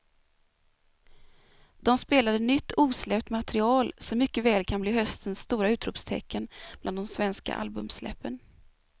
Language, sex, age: Swedish, female, 24